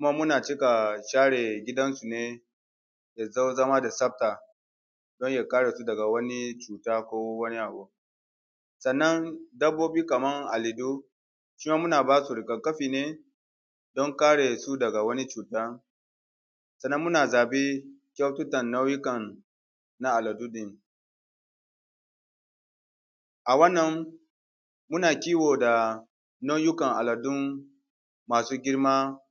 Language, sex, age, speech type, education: Hausa, male, 30-45, spontaneous, tertiary